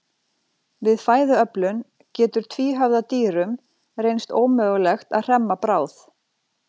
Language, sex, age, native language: Icelandic, female, 40-49, Icelandic